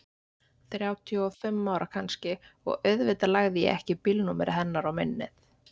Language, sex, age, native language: Icelandic, female, 20-29, Icelandic